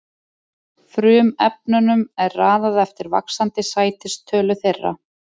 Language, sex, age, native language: Icelandic, female, 30-39, Icelandic